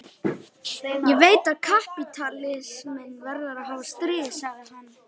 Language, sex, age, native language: Icelandic, male, 11, Icelandic